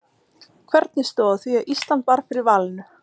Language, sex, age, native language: Icelandic, female, 30-39, Icelandic